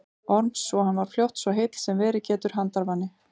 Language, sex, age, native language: Icelandic, female, 40-49, Icelandic